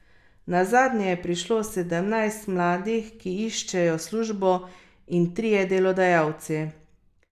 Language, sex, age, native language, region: Slovenian, female, 30-49, Slovenian, Carinthia region